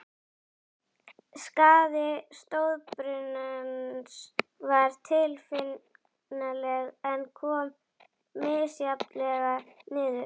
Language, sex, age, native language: Icelandic, female, 11, Icelandic